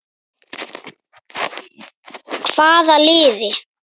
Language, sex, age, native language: Icelandic, female, 9, Icelandic